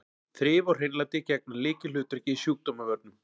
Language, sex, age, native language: Icelandic, male, 40-49, Icelandic